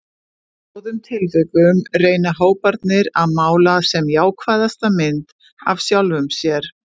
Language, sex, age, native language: Icelandic, female, 50-59, Icelandic